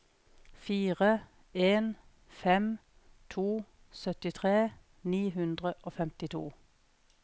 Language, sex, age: Norwegian, female, 41